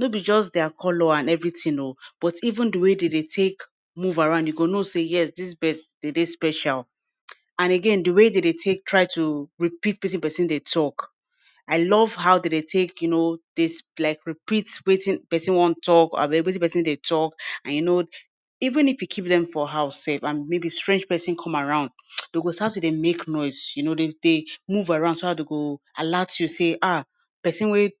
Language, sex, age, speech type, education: Nigerian Pidgin, female, 15-29, spontaneous, tertiary